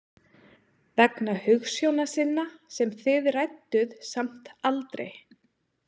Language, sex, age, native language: Icelandic, female, 30-39, Icelandic